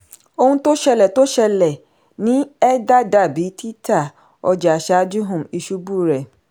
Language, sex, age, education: Yoruba, female, 30-45, tertiary